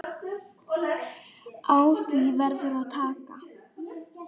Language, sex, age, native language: Icelandic, female, 9, Icelandic